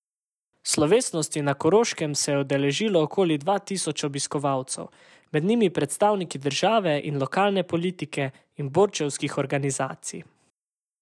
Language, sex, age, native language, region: Slovenian, male, 18-29, Slovenian, Savinja region